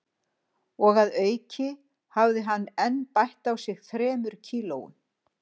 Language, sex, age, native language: Icelandic, female, 60-69, Icelandic